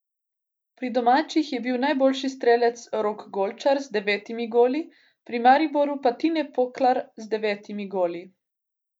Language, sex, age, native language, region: Slovenian, female, 18-29, Slovenian, Gorica region